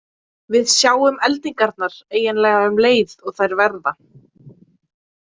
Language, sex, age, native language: Icelandic, female, 20-29, Icelandic